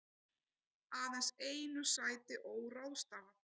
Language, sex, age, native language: Icelandic, female, 30-39, Icelandic